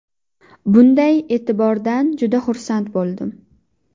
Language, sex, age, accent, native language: Uzbek, female, 19-29, Qashqadaryo, Uzbek